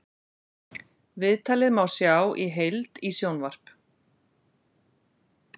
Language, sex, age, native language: Icelandic, female, 40-49, Icelandic